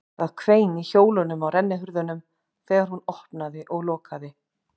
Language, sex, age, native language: Icelandic, female, 40-49, Icelandic